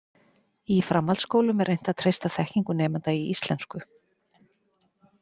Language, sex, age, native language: Icelandic, female, 40-49, Icelandic